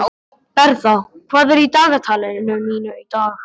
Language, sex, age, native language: Icelandic, male, 12, Icelandic